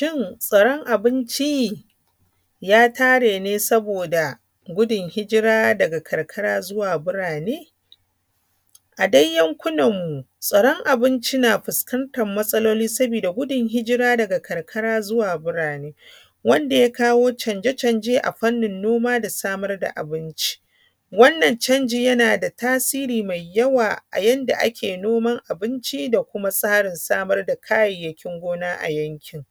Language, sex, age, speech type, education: Hausa, female, 30-45, spontaneous, primary